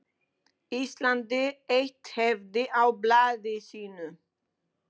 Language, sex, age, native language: Icelandic, female, 20-29, Polish